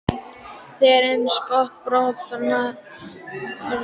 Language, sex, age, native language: Icelandic, male, 12, Icelandic